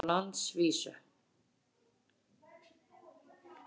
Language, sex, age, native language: Icelandic, female, 40-49, Icelandic